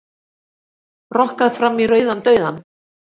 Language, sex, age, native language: Icelandic, female, 40-49, Icelandic